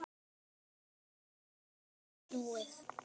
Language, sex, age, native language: Icelandic, male, 10, Icelandic